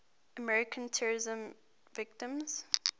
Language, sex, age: English, female, 18